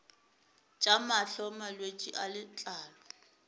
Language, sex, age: Northern Sotho, female, 27